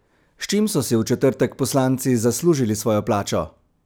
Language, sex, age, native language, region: Slovenian, male, 30-49, Slovenian, Central Slovenia